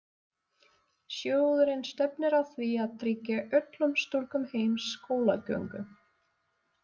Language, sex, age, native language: Icelandic, female, 20-29, Russian